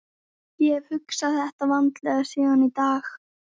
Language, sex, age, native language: Icelandic, female, 13, Icelandic